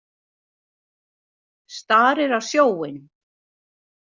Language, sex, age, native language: Icelandic, female, 60-69, Icelandic